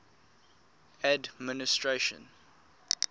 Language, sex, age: English, male, 22